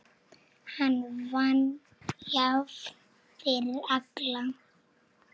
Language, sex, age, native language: Icelandic, female, 7, Icelandic